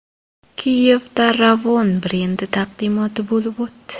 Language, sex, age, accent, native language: Uzbek, female, 25-34, Toshkent shahri, Uzbek